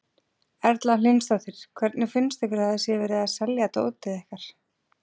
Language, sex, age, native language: Icelandic, female, 40-49, Icelandic